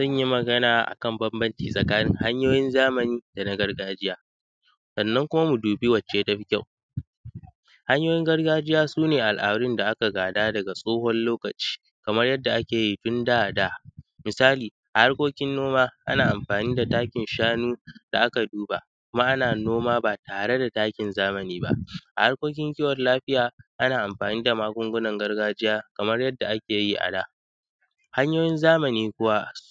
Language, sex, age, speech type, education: Hausa, male, 15-29, spontaneous, secondary